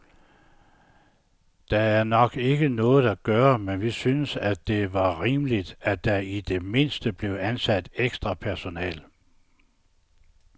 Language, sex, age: Danish, male, 69